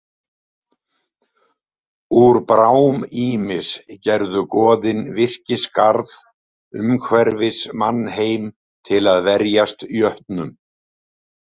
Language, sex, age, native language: Icelandic, male, 70-79, Icelandic